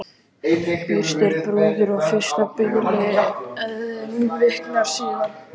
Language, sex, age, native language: Icelandic, other, 18-19, Icelandic